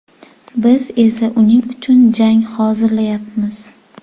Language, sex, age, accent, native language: Uzbek, female, 18-24, Jizzax, Uzbek